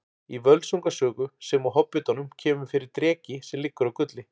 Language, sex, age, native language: Icelandic, male, 40-49, Icelandic